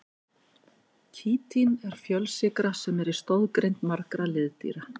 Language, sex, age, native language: Icelandic, female, 50-59, Icelandic